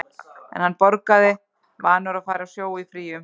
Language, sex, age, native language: Icelandic, female, 11, Icelandic